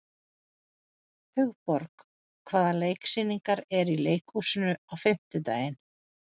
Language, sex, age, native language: Icelandic, female, 40-49, Icelandic